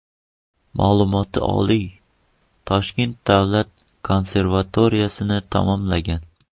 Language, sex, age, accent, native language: Uzbek, male, 12-17, Qoraqalpog'iston, Uzbek